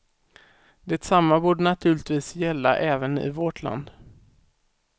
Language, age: Swedish, 18